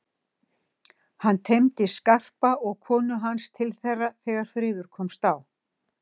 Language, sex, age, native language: Icelandic, female, 60-69, Icelandic